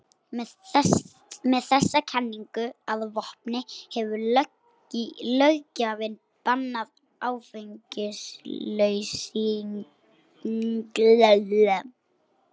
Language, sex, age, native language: Icelandic, female, 60-69, Icelandic